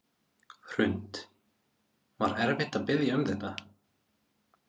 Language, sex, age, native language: Icelandic, male, 30-39, Icelandic